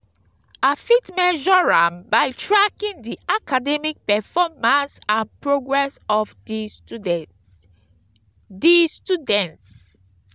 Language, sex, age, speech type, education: Nigerian Pidgin, female, 15-29, spontaneous, tertiary